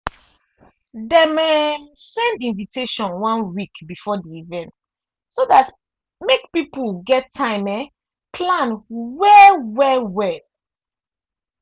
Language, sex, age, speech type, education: Nigerian Pidgin, female, 15-29, spontaneous, tertiary